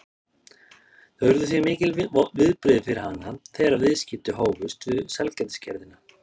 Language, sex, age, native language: Icelandic, male, 30-39, Icelandic